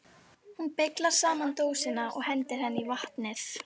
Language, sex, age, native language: Icelandic, female, 13, Icelandic